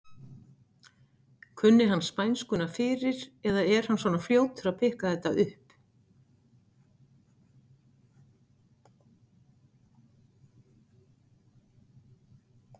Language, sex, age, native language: Icelandic, female, 60-69, Icelandic